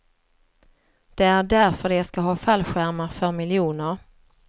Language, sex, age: Swedish, female, 47